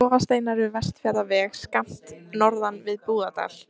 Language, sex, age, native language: Icelandic, female, 30-39, Icelandic